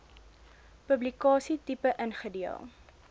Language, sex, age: Afrikaans, female, 20